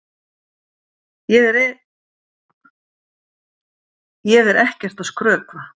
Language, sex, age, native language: Icelandic, female, 70-79, Icelandic